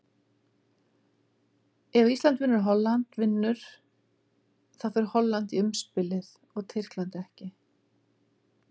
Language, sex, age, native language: Icelandic, female, 50-59, Icelandic